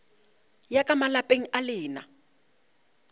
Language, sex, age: Northern Sotho, female, 35